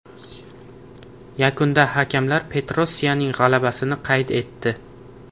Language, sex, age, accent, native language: Uzbek, male, 18-24, Navoiy, Uzbek